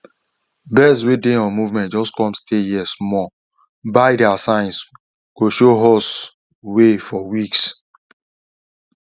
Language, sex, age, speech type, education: Nigerian Pidgin, male, 30-45, spontaneous, tertiary